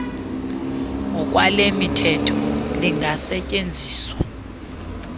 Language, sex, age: Xhosa, female, 30